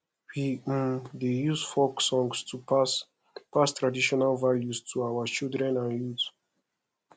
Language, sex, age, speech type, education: Nigerian Pidgin, male, 15-29, spontaneous, secondary